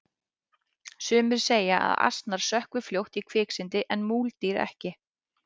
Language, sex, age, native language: Icelandic, female, 18-19, Icelandic